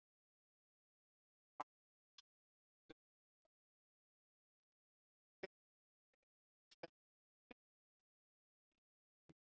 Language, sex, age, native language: Icelandic, male, 40-49, Icelandic